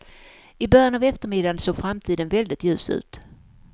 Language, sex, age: Swedish, female, 54